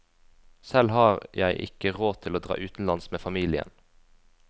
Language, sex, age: Norwegian, female, 20